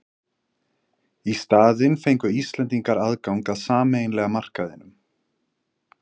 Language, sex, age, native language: Icelandic, male, 20-29, Icelandic